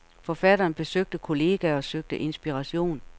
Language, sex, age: Danish, female, 48